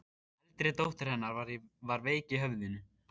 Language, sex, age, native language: Icelandic, male, 14, Icelandic